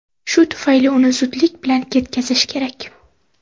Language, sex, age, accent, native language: Uzbek, female, 18-24, Toshkent viloyati, Uzbek